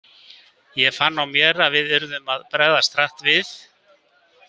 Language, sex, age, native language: Icelandic, male, 50-59, Icelandic